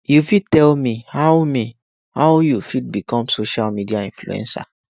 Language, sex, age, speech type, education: Nigerian Pidgin, male, 15-29, spontaneous, tertiary